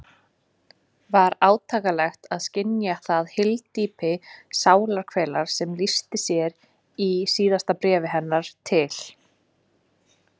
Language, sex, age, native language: Icelandic, female, 20-29, Icelandic